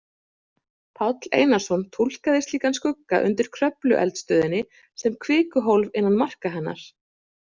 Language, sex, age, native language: Icelandic, female, 30-39, Icelandic